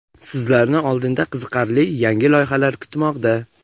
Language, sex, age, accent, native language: Uzbek, male, 18-24, Jizzax, Uzbek